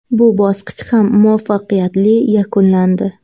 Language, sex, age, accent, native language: Uzbek, female, 18-24, Navoiy, Uzbek